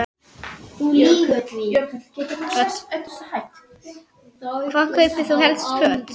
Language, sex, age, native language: Icelandic, female, 9, Icelandic